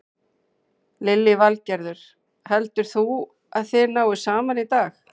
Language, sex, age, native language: Icelandic, female, 40-49, Icelandic